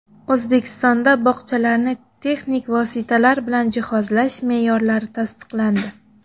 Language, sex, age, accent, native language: Uzbek, female, 19-29, Xorazm, Uzbek